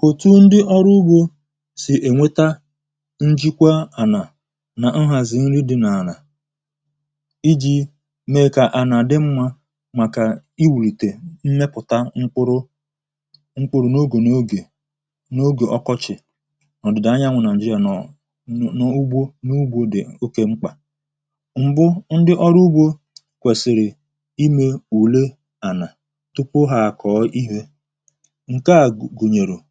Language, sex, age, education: Igbo, male, 30-45, tertiary